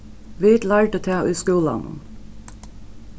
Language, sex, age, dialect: Faroese, female, 36-60, Norðuroyggjar